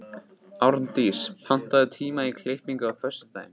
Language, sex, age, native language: Icelandic, male, 15, Icelandic